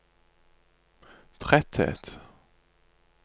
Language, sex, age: Norwegian, male, 27